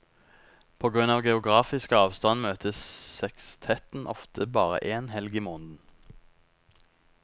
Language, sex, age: Norwegian, male, 19